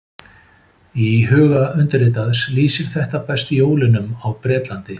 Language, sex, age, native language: Icelandic, male, 50-59, Icelandic